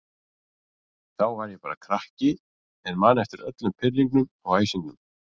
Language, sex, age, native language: Icelandic, male, 40-49, Icelandic